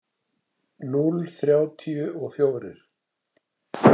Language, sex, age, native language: Icelandic, male, 60-69, Icelandic